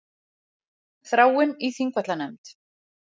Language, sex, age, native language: Icelandic, female, 40-49, Icelandic